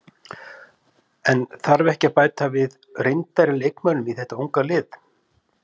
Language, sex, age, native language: Icelandic, male, 50-59, Icelandic